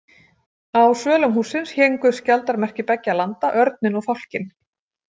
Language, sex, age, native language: Icelandic, female, 40-49, Icelandic